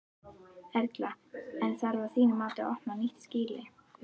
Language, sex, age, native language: Icelandic, female, 11, Icelandic